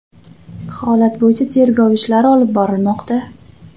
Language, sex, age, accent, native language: Uzbek, female, 25-34, Toshkent viloyati, Uzbek